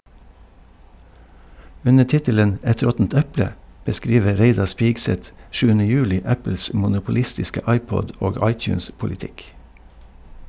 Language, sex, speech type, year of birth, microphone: Norwegian, male, read, 1952, Shure